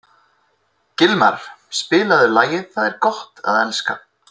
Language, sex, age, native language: Icelandic, male, 30-39, Icelandic